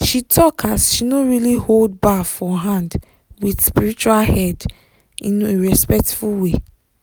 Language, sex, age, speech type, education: Nigerian Pidgin, female, 15-29, spontaneous, tertiary